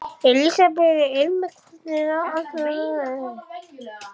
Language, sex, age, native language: Icelandic, male, 11, Icelandic